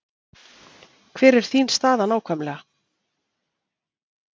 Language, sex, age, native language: Icelandic, female, 40-49, Icelandic